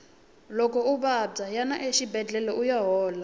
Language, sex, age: Tsonga, female, 20